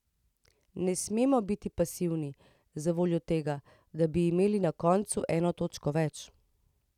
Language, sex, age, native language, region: Slovenian, female, 30-49, Slovenian, Central Slovenia